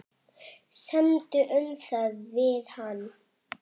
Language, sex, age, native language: Icelandic, male, 7, Icelandic